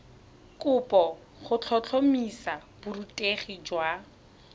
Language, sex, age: Tswana, female, 21